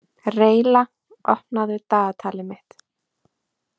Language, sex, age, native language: Icelandic, female, 20-29, Icelandic